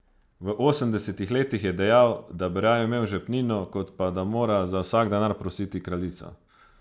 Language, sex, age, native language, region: Slovenian, male, 30-49, Slovenian, Savinja region